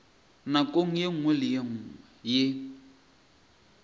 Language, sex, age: Northern Sotho, male, 23